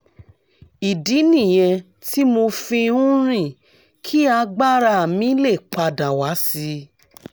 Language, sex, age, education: Yoruba, female, 30-45, tertiary